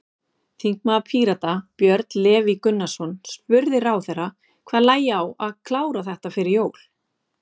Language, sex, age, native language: Icelandic, female, 40-49, Icelandic